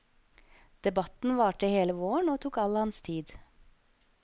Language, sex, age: Norwegian, female, 25